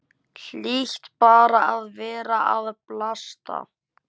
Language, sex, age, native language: Icelandic, male, 11, Icelandic